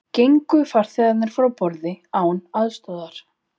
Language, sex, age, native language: Icelandic, female, 40-49, Icelandic